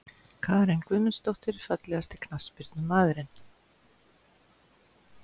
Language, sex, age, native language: Icelandic, female, 60-69, Icelandic